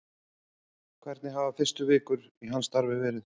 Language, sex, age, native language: Icelandic, male, 40-49, Icelandic